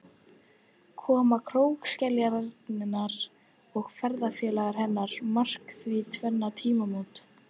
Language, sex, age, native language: Icelandic, female, 14, Icelandic